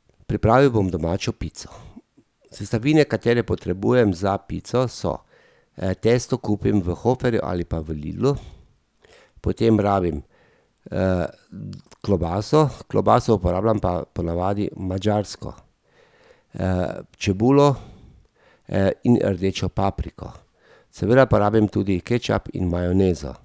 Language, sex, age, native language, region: Slovenian, male, 50-59, Slovenian, Drava region